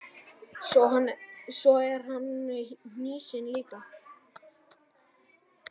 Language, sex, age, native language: Icelandic, male, 9, Icelandic